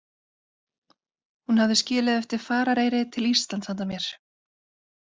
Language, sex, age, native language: Icelandic, female, 30-39, Icelandic